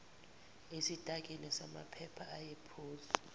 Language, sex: Zulu, female